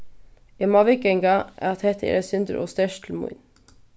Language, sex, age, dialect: Faroese, female, 15-35, Vágar